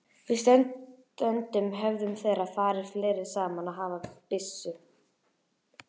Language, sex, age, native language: Icelandic, female, 11, Icelandic